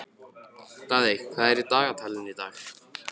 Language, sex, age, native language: Icelandic, male, 15, Icelandic